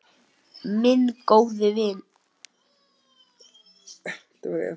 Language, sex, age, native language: Icelandic, male, 8, Icelandic